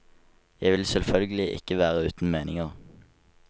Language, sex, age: Norwegian, male, 19